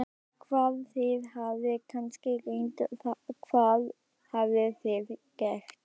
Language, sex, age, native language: Icelandic, female, 12, Icelandic